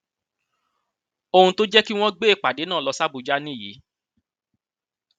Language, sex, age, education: Yoruba, male, 30-45, tertiary